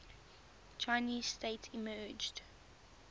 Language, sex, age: English, female, 20